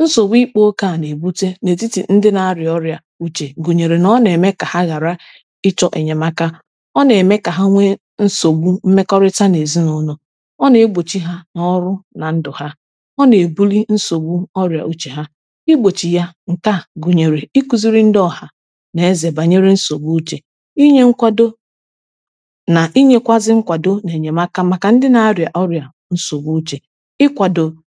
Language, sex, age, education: Igbo, female, 30-45, tertiary